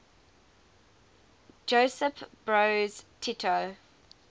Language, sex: English, female